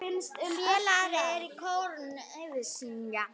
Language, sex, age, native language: Icelandic, female, 9, Icelandic